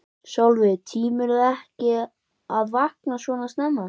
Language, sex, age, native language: Icelandic, male, 11, Icelandic